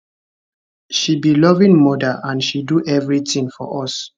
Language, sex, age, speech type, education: Nigerian Pidgin, male, 15-29, spontaneous, tertiary